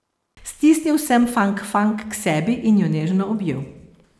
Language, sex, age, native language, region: Slovenian, female, 50-59, Slovenian, Posavska region